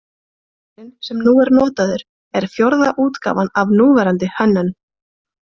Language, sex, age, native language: Icelandic, female, 20-29, Icelandic